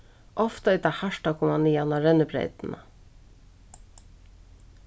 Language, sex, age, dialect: Faroese, female, 36-60, Suðuroy